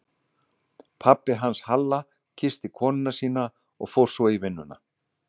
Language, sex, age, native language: Icelandic, male, 60-69, Icelandic